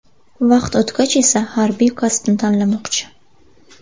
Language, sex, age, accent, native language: Uzbek, female, 19-29, Buxoro, Uzbek